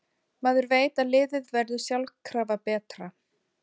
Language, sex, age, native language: Icelandic, female, 40-49, Icelandic